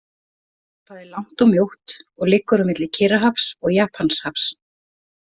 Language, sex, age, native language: Icelandic, female, 40-49, Icelandic